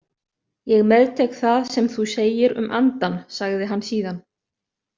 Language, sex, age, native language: Icelandic, other, 30-39, Icelandic